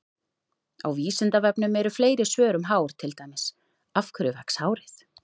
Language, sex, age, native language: Icelandic, female, 30-39, Icelandic